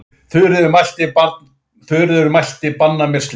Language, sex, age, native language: Icelandic, female, 10, Icelandic